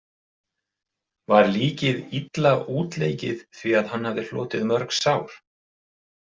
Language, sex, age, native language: Icelandic, male, 40-49, Icelandic